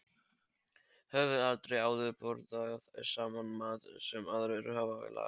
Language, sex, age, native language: Icelandic, male, 13, Polish